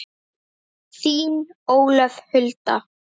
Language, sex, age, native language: Icelandic, female, 10, Icelandic